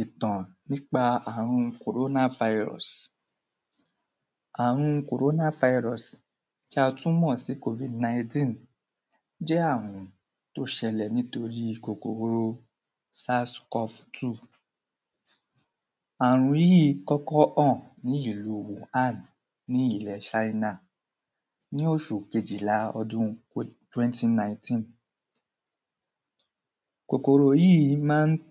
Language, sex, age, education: Yoruba, male, 15-29, primary